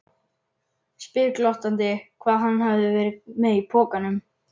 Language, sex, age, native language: Icelandic, male, 11, Icelandic